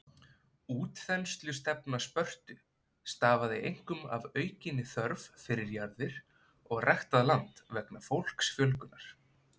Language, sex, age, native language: Icelandic, male, 20-29, Icelandic